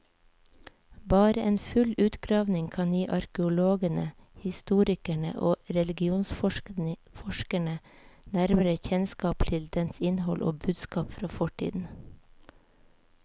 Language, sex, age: Norwegian, female, 37